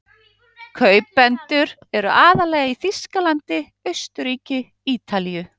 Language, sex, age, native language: Icelandic, male, 11, Icelandic